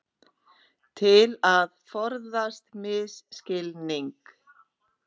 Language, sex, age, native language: Icelandic, female, 30-39, Icelandic